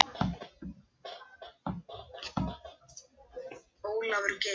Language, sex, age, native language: Icelandic, male, 10, Icelandic